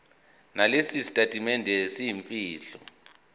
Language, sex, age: Zulu, male, 24